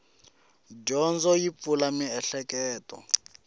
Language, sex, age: Tsonga, male, 18